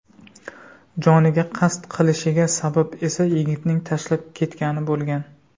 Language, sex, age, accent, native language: Uzbek, male, 19-29, Surxondaryo, Uzbek